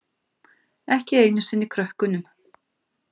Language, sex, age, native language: Icelandic, female, 50-59, Icelandic